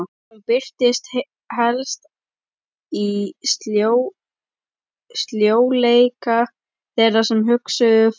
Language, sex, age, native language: Icelandic, male, 12, Icelandic